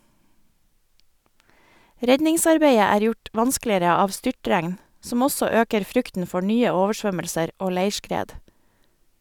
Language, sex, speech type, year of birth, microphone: Norwegian, female, read, 1973, Sennheiser